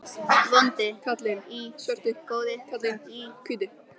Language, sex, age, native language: Icelandic, female, 13, Icelandic